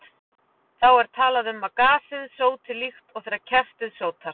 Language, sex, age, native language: Icelandic, female, 40-49, Icelandic